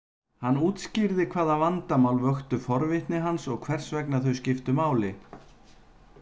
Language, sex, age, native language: Icelandic, male, 50-59, Icelandic